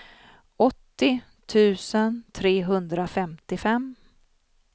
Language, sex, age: Swedish, female, 40